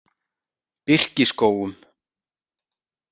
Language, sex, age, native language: Icelandic, male, 40-49, Icelandic